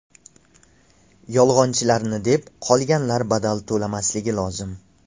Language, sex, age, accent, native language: Uzbek, male, 18-24, Namangan, Uzbek